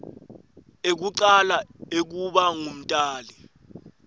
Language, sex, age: Swati, male, 18